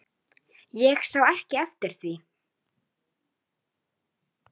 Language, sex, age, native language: Icelandic, female, 10, Icelandic